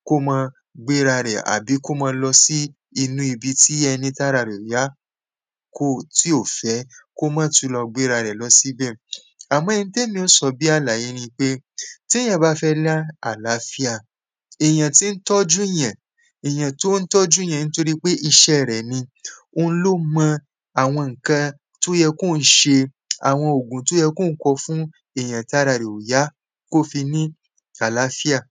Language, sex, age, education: Yoruba, male, 15-29, tertiary